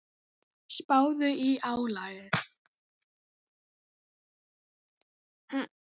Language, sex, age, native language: Icelandic, female, 9, Icelandic